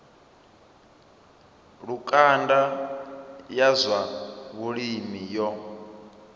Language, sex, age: Venda, male, 27